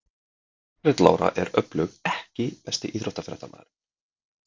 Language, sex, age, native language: Icelandic, male, 30-39, Icelandic